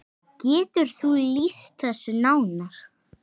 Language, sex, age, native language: Icelandic, female, 8, Icelandic